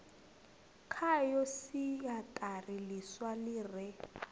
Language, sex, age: Venda, female, 21